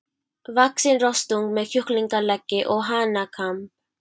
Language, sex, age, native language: Icelandic, female, 12, Icelandic